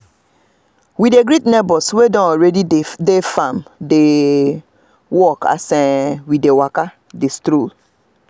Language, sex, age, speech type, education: Nigerian Pidgin, female, 30-45, spontaneous, tertiary